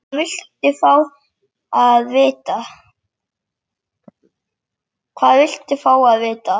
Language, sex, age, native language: Icelandic, female, 7, Icelandic